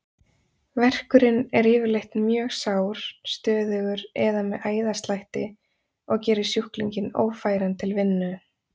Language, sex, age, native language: Icelandic, female, 30-39, Icelandic